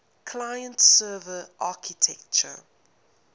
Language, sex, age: English, female, 19